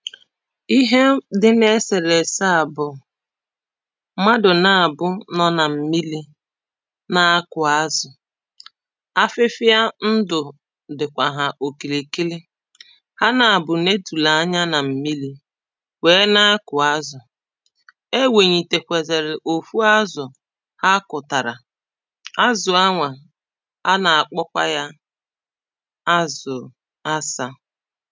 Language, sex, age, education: Igbo, female, 30-45, primary